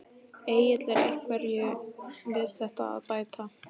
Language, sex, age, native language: Icelandic, female, 12, Icelandic